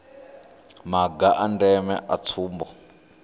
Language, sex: Venda, male